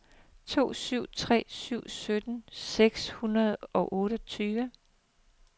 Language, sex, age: Danish, female, 42